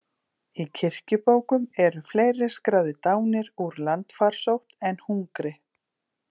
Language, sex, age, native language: Icelandic, female, 40-49, Icelandic